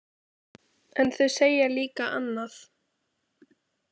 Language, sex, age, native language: Icelandic, female, 18-19, Icelandic